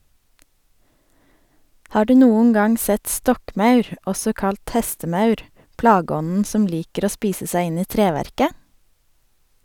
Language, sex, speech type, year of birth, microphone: Norwegian, female, read, 1987, Sennheiser